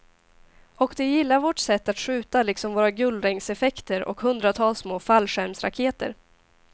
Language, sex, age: Swedish, female, 18